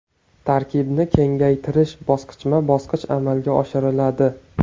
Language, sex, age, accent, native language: Uzbek, male, 18-24, Farg'ona, Uzbek